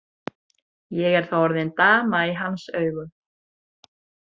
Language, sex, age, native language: Icelandic, female, 30-39, Icelandic